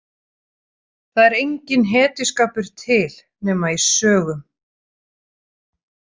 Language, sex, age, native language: Icelandic, female, 30-39, Icelandic